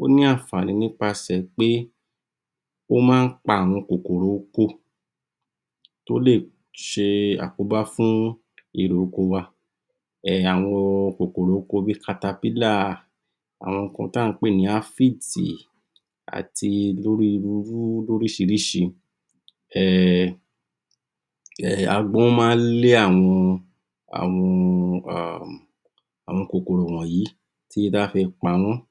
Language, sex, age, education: Yoruba, male, 46-60, tertiary